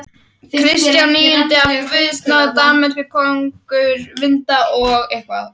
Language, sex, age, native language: Icelandic, female, 13, Icelandic